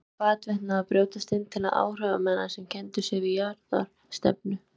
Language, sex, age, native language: Icelandic, female, 20-29, Icelandic